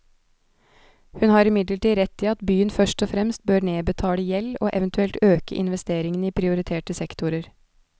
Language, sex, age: Norwegian, female, 29